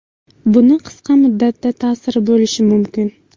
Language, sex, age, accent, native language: Uzbek, female, 18-24, Buxoro, Uzbek